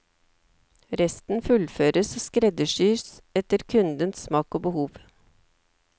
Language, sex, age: Norwegian, female, 54